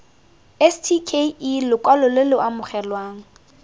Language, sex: Tswana, female